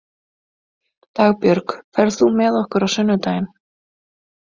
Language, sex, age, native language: Icelandic, female, 20-29, Icelandic